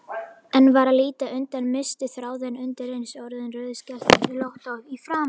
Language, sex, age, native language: Icelandic, female, 50-59, Icelandic